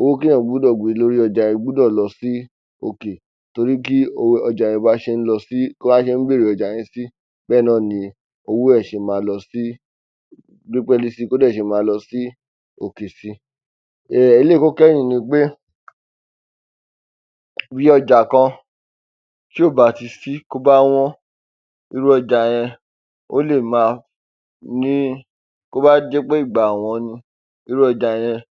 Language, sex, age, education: Yoruba, male, 15-29, tertiary